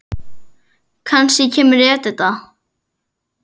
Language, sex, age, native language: Icelandic, female, 10, Icelandic